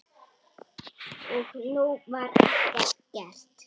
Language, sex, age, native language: Icelandic, female, 6, Icelandic